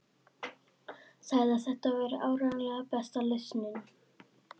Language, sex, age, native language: Icelandic, female, 11, Icelandic